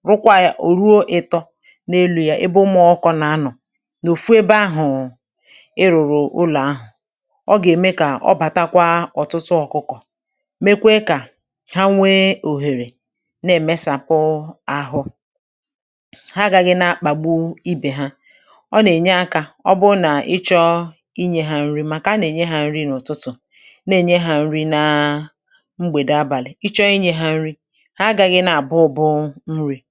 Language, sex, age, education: Igbo, male, 30-45, tertiary